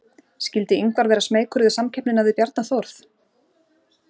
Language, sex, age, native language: Icelandic, female, 40-49, Icelandic